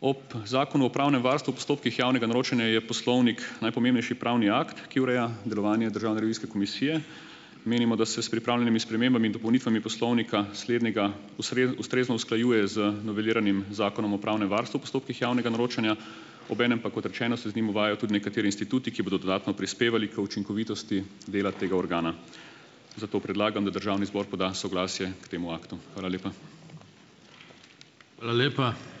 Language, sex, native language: Slovenian, male, Slovenian